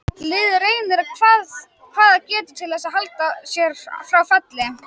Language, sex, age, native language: Icelandic, male, 18-19, Icelandic